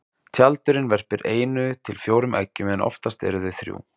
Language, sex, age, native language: Icelandic, male, 30-39, Icelandic